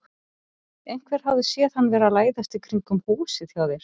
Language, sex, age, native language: Icelandic, female, 40-49, Icelandic